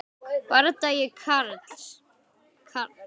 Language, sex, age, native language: Icelandic, male, 10, Icelandic